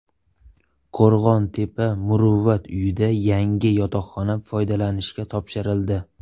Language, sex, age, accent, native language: Uzbek, male, 18-24, Surxondaryo, Uzbek